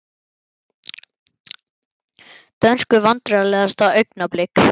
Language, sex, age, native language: Icelandic, male, 11, Icelandic